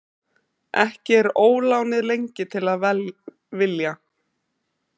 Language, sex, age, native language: Icelandic, female, 30-39, Icelandic